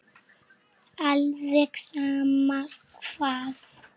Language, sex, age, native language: Icelandic, female, 7, Icelandic